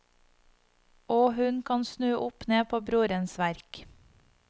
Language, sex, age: Norwegian, female, 25